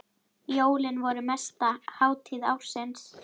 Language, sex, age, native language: Icelandic, female, 10, Icelandic